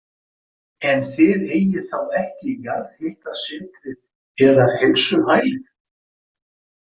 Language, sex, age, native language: Icelandic, male, 50-59, Icelandic